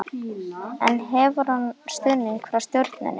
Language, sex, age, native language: Icelandic, female, 11, Icelandic